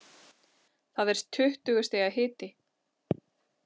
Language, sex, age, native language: Icelandic, female, 40-49, Icelandic